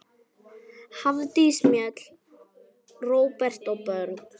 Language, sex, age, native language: Icelandic, female, 10, Icelandic